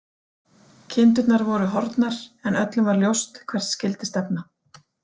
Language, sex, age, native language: Icelandic, female, 40-49, Icelandic